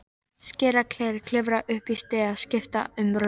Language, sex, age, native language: Icelandic, female, 13, Icelandic